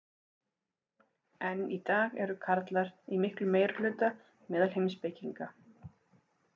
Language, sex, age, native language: Icelandic, female, 40-49, Icelandic